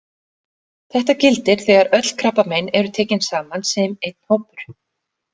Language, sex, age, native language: Icelandic, female, 40-49, Icelandic